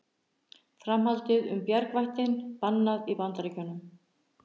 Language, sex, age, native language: Icelandic, female, 60-69, Icelandic